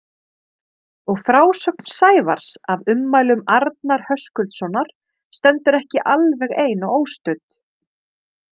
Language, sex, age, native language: Icelandic, female, 30-39, Icelandic